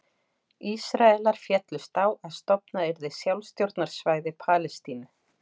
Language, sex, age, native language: Icelandic, female, 40-49, Icelandic